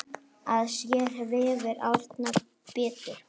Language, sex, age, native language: Icelandic, female, 9, Icelandic